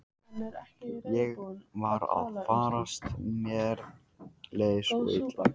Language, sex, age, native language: Icelandic, male, 15, Icelandic